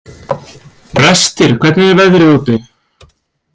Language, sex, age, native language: Icelandic, male, 20-29, Icelandic